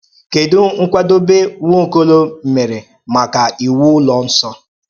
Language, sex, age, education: Igbo, male, 30-45, tertiary